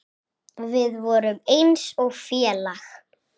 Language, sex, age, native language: Icelandic, female, 6, Icelandic